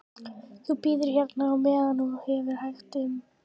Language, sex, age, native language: Icelandic, female, 11, Icelandic